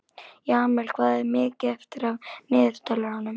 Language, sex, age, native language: Icelandic, female, 11, Icelandic